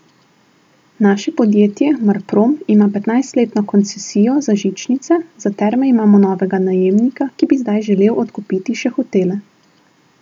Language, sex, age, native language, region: Slovenian, female, 18-29, Slovenian, Southeast Slovenia